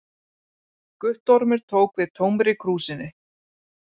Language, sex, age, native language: Icelandic, female, 40-49, Icelandic